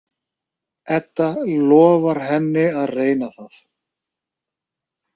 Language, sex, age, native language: Icelandic, male, 30-39, Icelandic